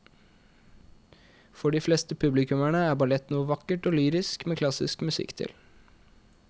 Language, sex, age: Norwegian, male, 21